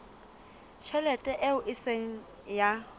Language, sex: Southern Sotho, female